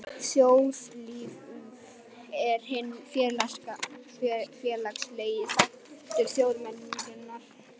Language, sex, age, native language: Icelandic, male, 11, Icelandic